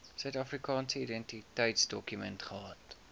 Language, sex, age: Afrikaans, male, 19